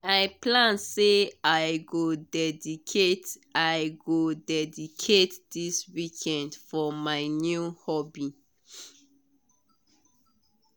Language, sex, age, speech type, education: Nigerian Pidgin, female, 30-45, spontaneous, tertiary